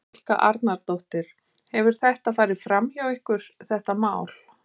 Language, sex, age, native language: Icelandic, female, 50-59, Icelandic